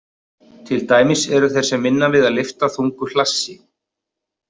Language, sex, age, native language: Icelandic, male, 30-39, Icelandic